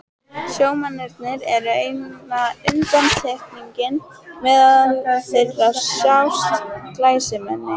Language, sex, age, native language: Icelandic, female, 15, Icelandic